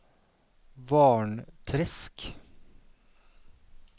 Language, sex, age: Norwegian, male, 32